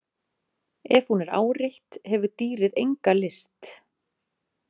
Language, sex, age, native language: Icelandic, female, 30-39, Icelandic